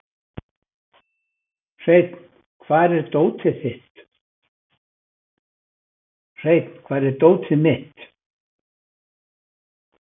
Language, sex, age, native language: Icelandic, male, 80-89, Icelandic